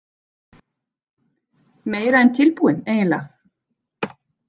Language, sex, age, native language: Icelandic, female, 40-49, Icelandic